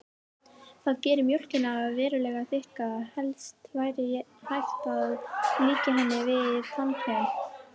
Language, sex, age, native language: Icelandic, female, 18-19, Icelandic